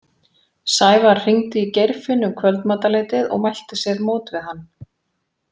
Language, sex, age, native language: Icelandic, female, 40-49, Icelandic